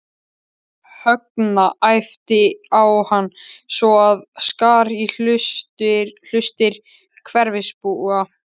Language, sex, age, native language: Icelandic, male, 13, Icelandic